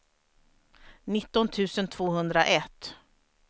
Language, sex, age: Swedish, female, 43